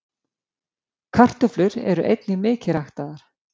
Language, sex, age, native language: Icelandic, female, 50-59, Icelandic